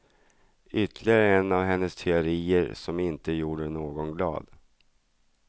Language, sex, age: Swedish, male, 42